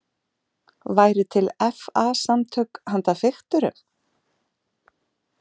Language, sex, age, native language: Icelandic, female, 40-49, Icelandic